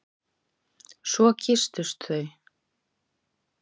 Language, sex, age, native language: Icelandic, female, 40-49, Icelandic